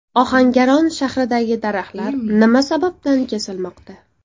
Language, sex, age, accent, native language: Uzbek, female, 18-24, Farg'ona, Uzbek